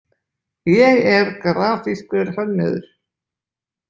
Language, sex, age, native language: Icelandic, male, 20-29, Icelandic